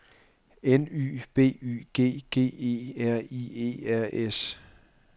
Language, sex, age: Danish, male, 44